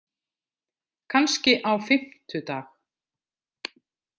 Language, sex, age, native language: Icelandic, other, 50-59, Icelandic